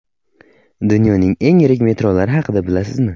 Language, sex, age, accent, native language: Uzbek, male, 18-24, Samarqand, Uzbek